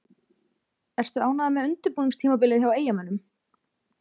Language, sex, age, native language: Icelandic, female, 20-29, Icelandic